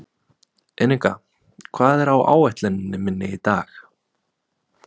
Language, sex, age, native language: Icelandic, male, 20-29, Icelandic